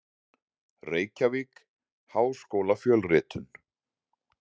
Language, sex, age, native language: Icelandic, male, 40-49, Icelandic